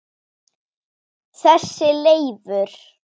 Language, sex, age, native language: Icelandic, female, 10, Icelandic